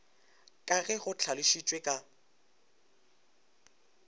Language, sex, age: Northern Sotho, male, 24